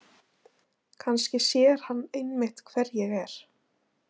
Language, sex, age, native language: Icelandic, female, 20-29, Icelandic